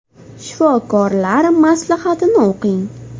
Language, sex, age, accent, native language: Uzbek, female, 19-29, Farg'ona, Uzbek